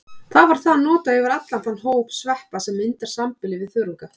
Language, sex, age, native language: Icelandic, female, 30-39, Icelandic